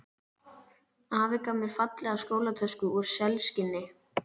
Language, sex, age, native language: Icelandic, female, 11, Icelandic